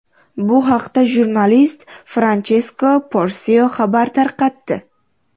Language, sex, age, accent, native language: Uzbek, female, 12-17, Qoraqalpog'iston, Uzbek